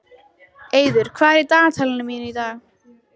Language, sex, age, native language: Icelandic, female, 14, Icelandic